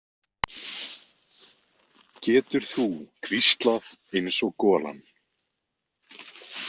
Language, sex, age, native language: Icelandic, male, 20-29, Icelandic